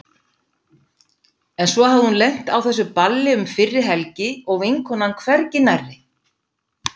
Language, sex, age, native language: Icelandic, female, 50-59, Icelandic